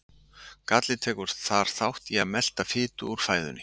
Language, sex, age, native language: Icelandic, male, 60-69, Icelandic